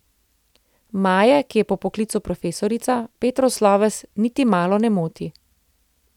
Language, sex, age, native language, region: Slovenian, female, 30-49, Slovenian, Central Slovenia